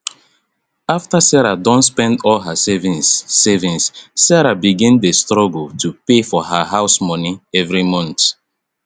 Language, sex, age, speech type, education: Nigerian Pidgin, male, 30-45, spontaneous, tertiary